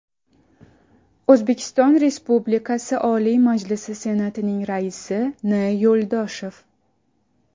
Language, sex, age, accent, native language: Uzbek, female, 19-29, Samarqand, Uzbek